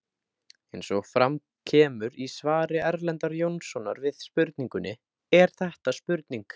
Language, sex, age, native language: Icelandic, male, 18-19, Icelandic